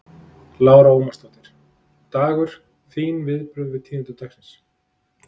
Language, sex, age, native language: Icelandic, male, 30-39, Icelandic